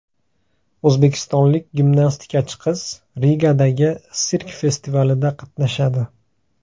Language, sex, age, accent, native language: Uzbek, male, 19-29, Farg'ona, Uzbek